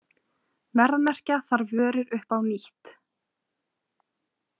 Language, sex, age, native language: Icelandic, female, 20-29, Icelandic